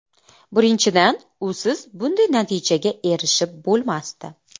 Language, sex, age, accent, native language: Uzbek, female, 25-34, Qashqadaryo, Uzbek